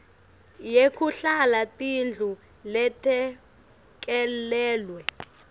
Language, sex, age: Swati, female, 18